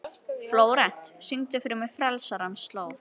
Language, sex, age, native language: Icelandic, female, 11, Icelandic